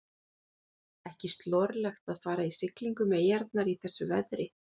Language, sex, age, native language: Icelandic, female, 40-49, Icelandic